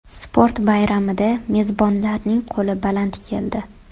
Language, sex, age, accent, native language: Uzbek, female, 18-24, Toshkent shahri, Uzbek